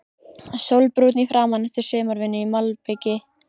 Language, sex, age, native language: Icelandic, female, 14, Icelandic